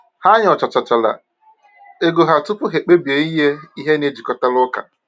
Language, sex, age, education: Igbo, male, 15-29, tertiary